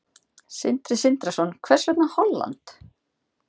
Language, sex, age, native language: Icelandic, female, 50-59, Icelandic